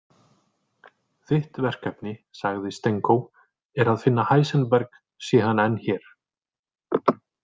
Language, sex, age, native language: Icelandic, male, 40-49, Icelandic